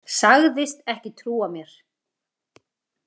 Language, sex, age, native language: Icelandic, female, 40-49, Icelandic